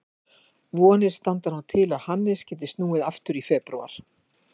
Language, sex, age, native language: Icelandic, female, 50-59, Icelandic